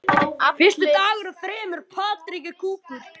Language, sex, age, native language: Icelandic, male, 10, Icelandic